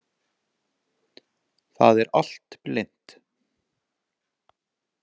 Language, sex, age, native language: Icelandic, male, 40-49, Icelandic